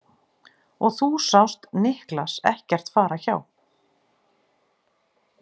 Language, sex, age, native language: Icelandic, female, 40-49, Icelandic